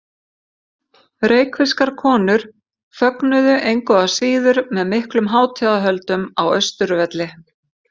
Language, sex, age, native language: Icelandic, female, 50-59, Icelandic